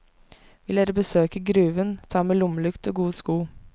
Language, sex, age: Norwegian, female, 19